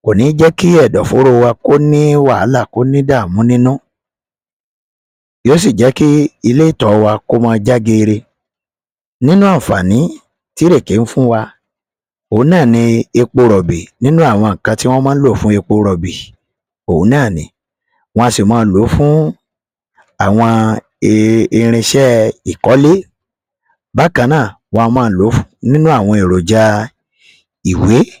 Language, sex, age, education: Yoruba, male, 30-45, tertiary